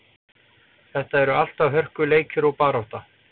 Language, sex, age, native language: Icelandic, male, 40-49, Icelandic